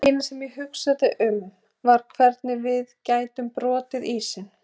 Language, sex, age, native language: Icelandic, female, 40-49, Icelandic